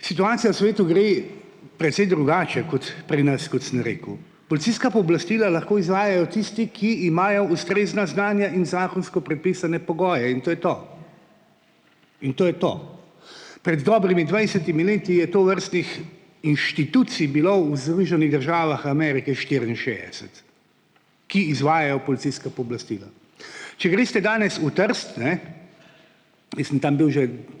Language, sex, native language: Slovenian, male, Slovenian